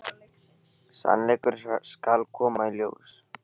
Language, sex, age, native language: Icelandic, male, 18-19, Icelandic